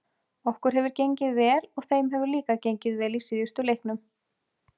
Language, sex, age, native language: Icelandic, female, 30-39, Icelandic